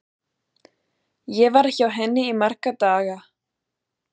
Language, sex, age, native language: Icelandic, female, 20-29, German